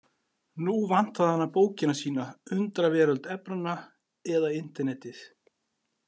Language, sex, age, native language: Icelandic, male, 40-49, Icelandic